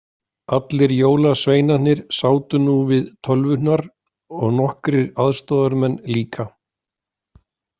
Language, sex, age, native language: Icelandic, male, 40-49, Icelandic